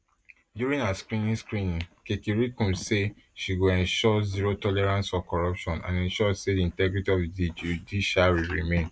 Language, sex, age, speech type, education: Nigerian Pidgin, male, 15-29, spontaneous, tertiary